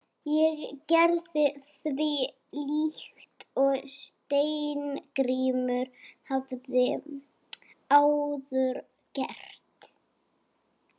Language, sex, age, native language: Icelandic, female, 11, Icelandic